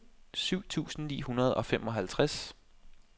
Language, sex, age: Danish, male, 25